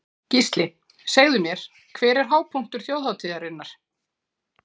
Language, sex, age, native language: Icelandic, female, 40-49, Icelandic